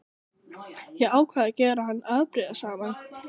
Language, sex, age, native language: Icelandic, other, 15, Icelandic